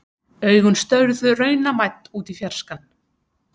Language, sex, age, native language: Icelandic, female, 30-39, Icelandic